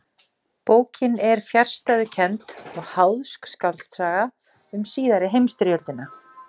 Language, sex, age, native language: Icelandic, female, 40-49, Icelandic